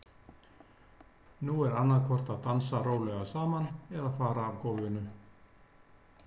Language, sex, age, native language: Icelandic, male, 60-69, Icelandic